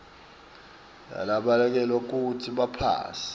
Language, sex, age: Swati, male, 24